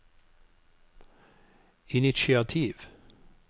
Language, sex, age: Norwegian, male, 55